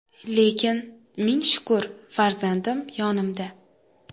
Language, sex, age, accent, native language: Uzbek, female, 18-24, Toshkent shahri, Uzbek